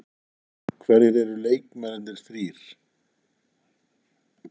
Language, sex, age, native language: Icelandic, male, 40-49, Icelandic